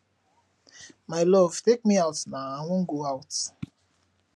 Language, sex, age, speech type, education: Nigerian Pidgin, male, 15-29, spontaneous, tertiary